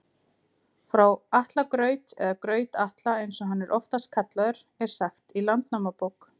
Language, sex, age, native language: Icelandic, female, 30-39, Icelandic